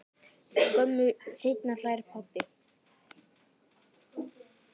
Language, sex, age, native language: Icelandic, female, 10, Icelandic